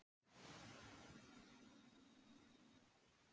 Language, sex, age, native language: Icelandic, female, 40-49, Icelandic